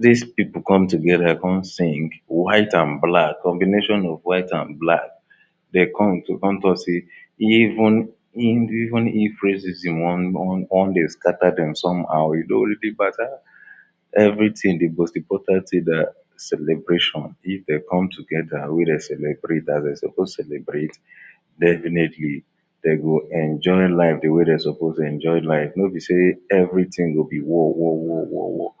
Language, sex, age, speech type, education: Nigerian Pidgin, male, 30-45, spontaneous, tertiary